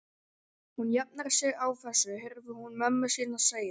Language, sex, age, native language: Icelandic, male, 11, Icelandic